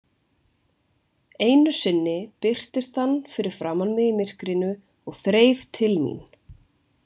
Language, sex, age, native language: Icelandic, female, 20-29, Icelandic